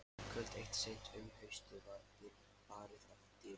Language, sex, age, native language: Icelandic, male, 13, Lithuanian